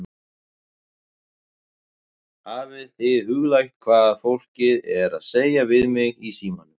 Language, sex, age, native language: Icelandic, male, 18-19, Icelandic